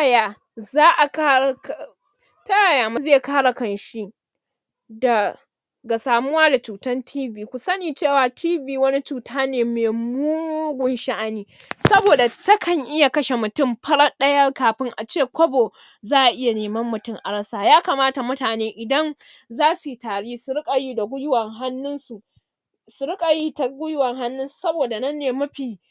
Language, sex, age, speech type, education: Hausa, female, 60+, spontaneous, secondary